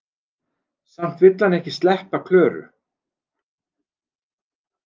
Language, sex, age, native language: Icelandic, male, 40-49, Icelandic